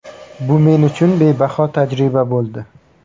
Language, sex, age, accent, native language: Uzbek, male, 18-24, Navoiy, Uzbek